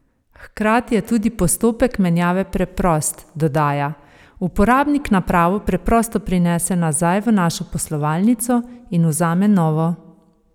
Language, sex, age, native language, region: Slovenian, female, 30-49, Slovenian, Savinja region